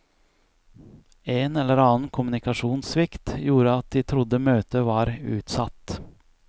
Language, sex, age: Norwegian, male, 41